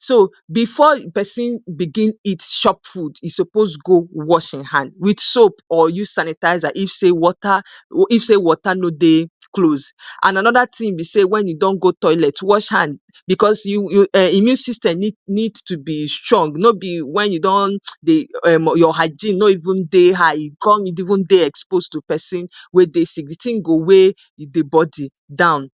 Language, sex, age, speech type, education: Nigerian Pidgin, female, 30-45, spontaneous, tertiary